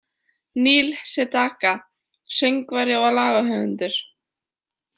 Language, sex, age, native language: Icelandic, female, 20-29, Icelandic